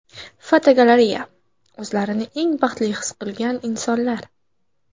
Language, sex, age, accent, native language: Uzbek, female, 18-24, Andijon, Uzbek